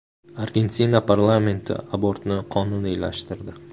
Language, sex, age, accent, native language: Uzbek, male, 19-29, Samarqand, Uzbek